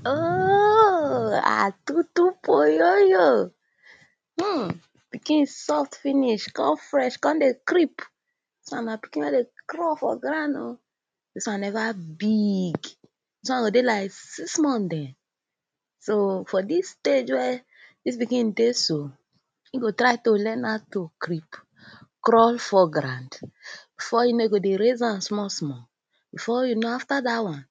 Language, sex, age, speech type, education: Nigerian Pidgin, female, 15-29, spontaneous, tertiary